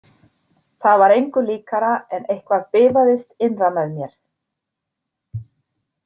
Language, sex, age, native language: Icelandic, female, 40-49, Icelandic